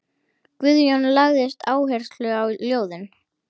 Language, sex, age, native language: Icelandic, female, 10, Icelandic